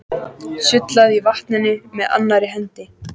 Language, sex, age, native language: Icelandic, female, 14, Icelandic